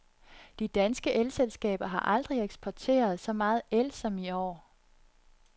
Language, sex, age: Danish, female, 30